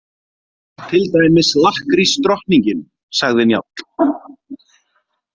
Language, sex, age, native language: Icelandic, male, 20-29, Icelandic